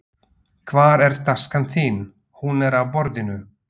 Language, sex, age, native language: Icelandic, male, 40-49, Slovak